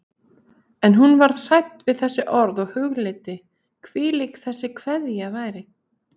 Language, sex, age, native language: Icelandic, female, 30-39, Icelandic